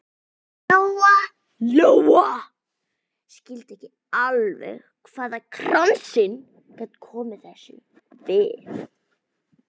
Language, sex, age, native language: Icelandic, female, 11, Icelandic